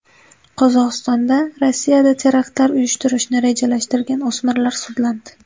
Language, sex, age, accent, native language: Uzbek, female, 18-24, Sirdaryo, Uzbek